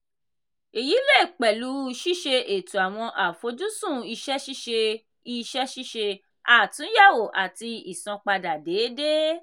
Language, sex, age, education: Yoruba, female, 15-29, tertiary